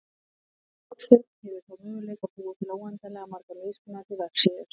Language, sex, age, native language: Icelandic, female, 30-39, Icelandic